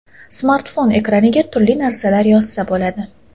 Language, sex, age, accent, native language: Uzbek, female, 18-24, Toshkent shahri, Uzbek